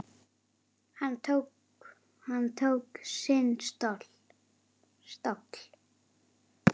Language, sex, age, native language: Icelandic, female, 8, Icelandic